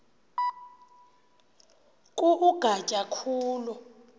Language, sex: Xhosa, female